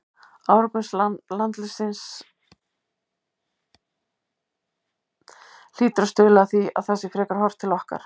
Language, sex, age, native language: Icelandic, female, 50-59, Icelandic